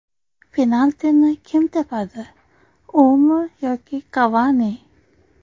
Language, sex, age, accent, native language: Uzbek, female, 25-34, Qashqadaryo, Uzbek